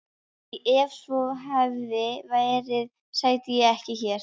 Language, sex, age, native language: Icelandic, female, 12, Icelandic